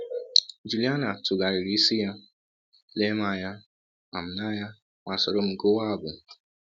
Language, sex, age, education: Igbo, male, 15-29, tertiary